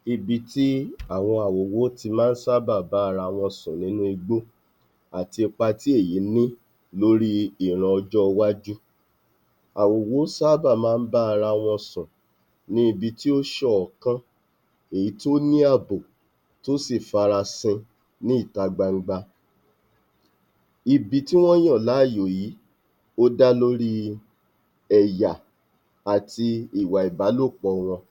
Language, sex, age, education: Yoruba, male, 30-45, tertiary